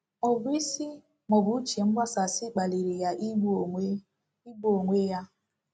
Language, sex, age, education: Igbo, female, 15-29, tertiary